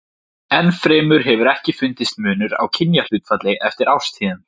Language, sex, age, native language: Icelandic, male, 17, Icelandic